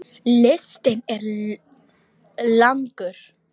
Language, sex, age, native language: Icelandic, female, 10, Polish